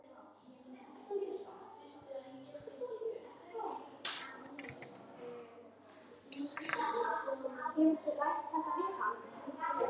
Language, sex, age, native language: Icelandic, female, 9, Icelandic